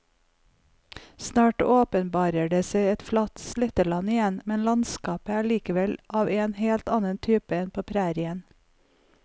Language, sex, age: Norwegian, female, 45